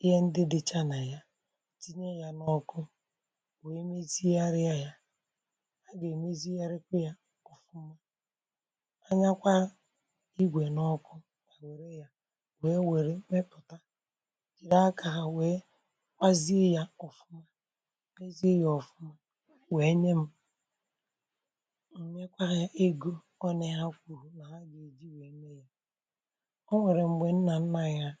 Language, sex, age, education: Igbo, male, 30-45, tertiary